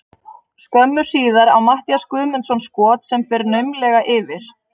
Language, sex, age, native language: Icelandic, female, 30-39, Icelandic